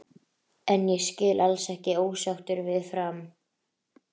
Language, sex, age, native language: Icelandic, female, 30-39, Icelandic